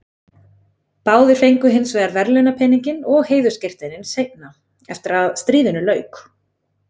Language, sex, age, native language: Icelandic, female, 20-29, Icelandic